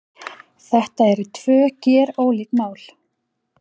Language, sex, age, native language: Icelandic, female, 40-49, Icelandic